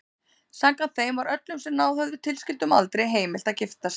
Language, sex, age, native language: Icelandic, female, 30-39, Icelandic